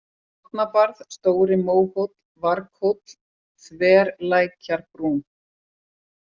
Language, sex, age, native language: Icelandic, female, 40-49, Icelandic